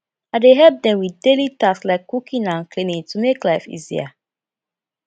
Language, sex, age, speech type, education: Nigerian Pidgin, female, 15-29, spontaneous, tertiary